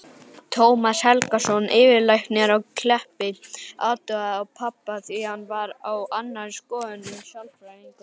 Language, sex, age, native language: Icelandic, male, 18-19, Icelandic